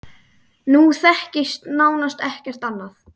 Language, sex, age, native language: Icelandic, male, 9, Icelandic